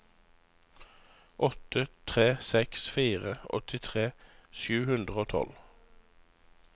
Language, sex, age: Norwegian, male, 35